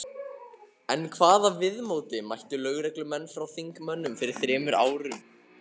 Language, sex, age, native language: Icelandic, male, 14, Icelandic